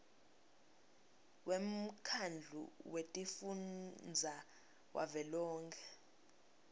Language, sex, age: Swati, female, 21